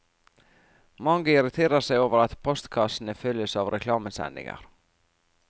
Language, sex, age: Norwegian, female, 44